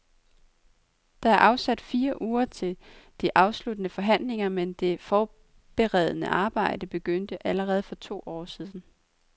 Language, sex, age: Danish, female, 23